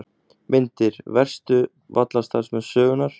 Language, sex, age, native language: Icelandic, male, 20-29, Icelandic